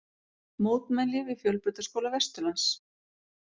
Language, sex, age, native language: Icelandic, female, 40-49, Icelandic